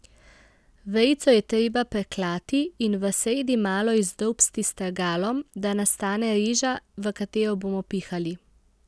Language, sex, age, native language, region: Slovenian, female, 18-29, Slovenian, Central Slovenia